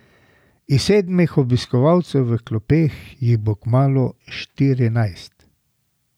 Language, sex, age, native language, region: Slovenian, male, 60+, Slovenian, Drava region